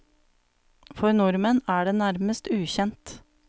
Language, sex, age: Norwegian, female, 35